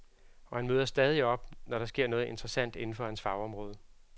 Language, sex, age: Danish, male, 36